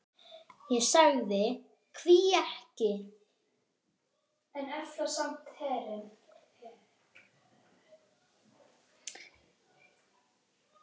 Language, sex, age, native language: Icelandic, male, 10, Icelandic